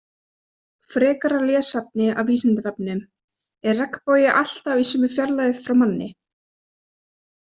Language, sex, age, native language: Icelandic, female, 20-29, Icelandic